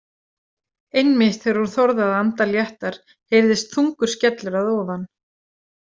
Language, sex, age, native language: Icelandic, female, 40-49, Icelandic